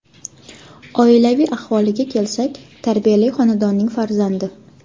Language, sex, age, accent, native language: Uzbek, female, 25-34, Jizzax, Uzbek